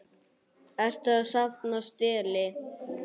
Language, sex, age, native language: Icelandic, male, 9, Icelandic